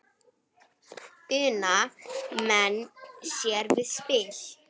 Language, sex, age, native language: Icelandic, female, 9, Icelandic